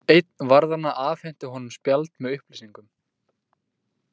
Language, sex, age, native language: Icelandic, male, 18-19, Icelandic